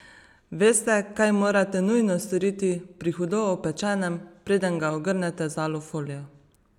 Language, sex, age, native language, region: Slovenian, female, 30-49, Slovenian, Savinja region